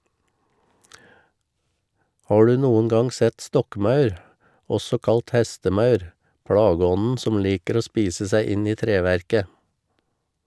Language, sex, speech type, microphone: Norwegian, male, read, Shure